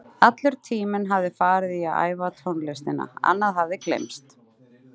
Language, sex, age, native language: Icelandic, female, 30-39, Icelandic